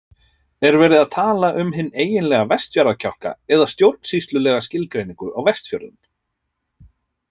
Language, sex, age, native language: Icelandic, male, 30-39, Icelandic